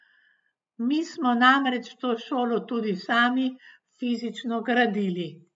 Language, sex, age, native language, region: Slovenian, female, 60+, Slovenian, Gorenjska region